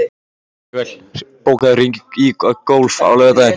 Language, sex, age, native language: Icelandic, male, 14, Icelandic